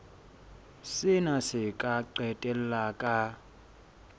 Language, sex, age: Southern Sotho, male, 24